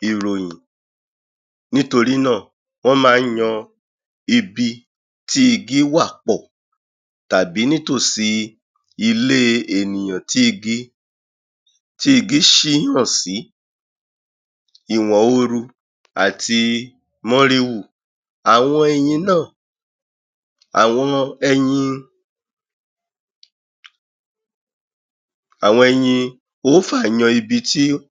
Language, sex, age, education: Yoruba, male, 30-45, tertiary